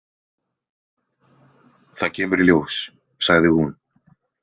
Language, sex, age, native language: Icelandic, male, 20-29, Icelandic